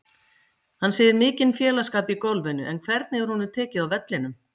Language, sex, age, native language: Icelandic, female, 50-59, Icelandic